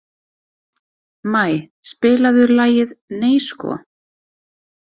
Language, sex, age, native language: Icelandic, female, 30-39, Icelandic